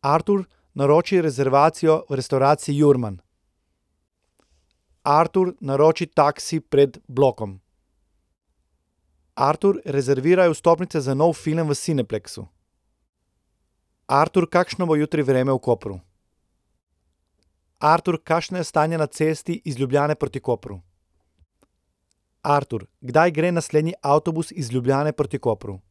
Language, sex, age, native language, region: Slovenian, male, 30-49, Slovenian, Central Slovenia